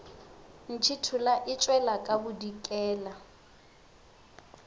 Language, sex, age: Northern Sotho, female, 19